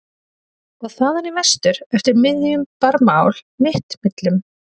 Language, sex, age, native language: Icelandic, female, 30-39, Icelandic